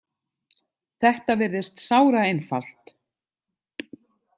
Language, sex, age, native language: Icelandic, other, 50-59, Icelandic